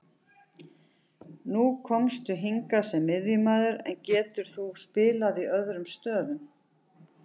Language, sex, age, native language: Icelandic, female, 40-49, Icelandic